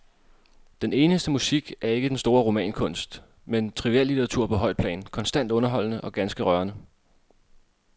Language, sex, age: Danish, male, 26